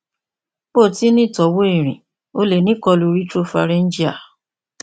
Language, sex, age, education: Yoruba, female, 46-60, tertiary